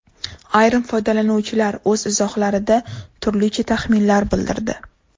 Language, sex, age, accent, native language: Uzbek, female, 18-24, Toshkent shahri, Uzbek